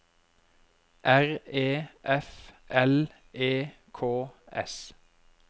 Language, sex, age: Norwegian, male, 33